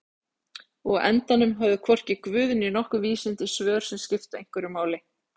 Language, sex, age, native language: Icelandic, female, 40-49, Icelandic